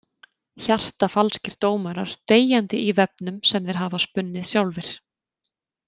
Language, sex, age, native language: Icelandic, female, 30-39, Icelandic